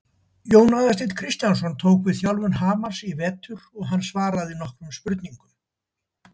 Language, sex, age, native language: Icelandic, male, 70-79, Icelandic